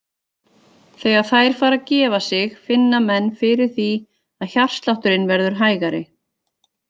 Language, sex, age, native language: Icelandic, female, 40-49, Icelandic